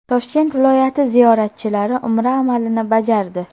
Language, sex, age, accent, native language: Uzbek, female, 18-24, Toshkent shahri, Uzbek